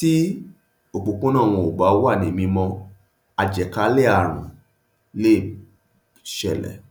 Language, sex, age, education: Yoruba, male, 30-45, tertiary